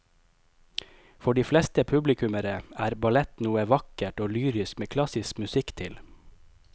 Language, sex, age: Norwegian, male, 25